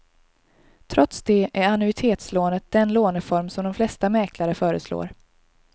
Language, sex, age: Swedish, female, 23